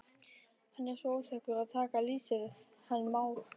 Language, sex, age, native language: Icelandic, male, 12, Icelandic